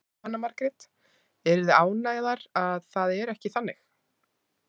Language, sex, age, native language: Icelandic, female, 20-29, Icelandic